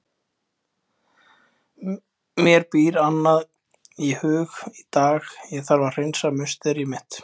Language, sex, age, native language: Icelandic, male, 20-29, Icelandic